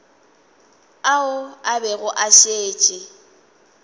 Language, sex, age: Northern Sotho, female, 20